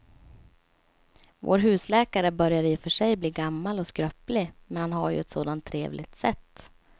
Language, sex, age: Swedish, female, 27